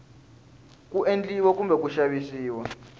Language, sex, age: Tsonga, male, 19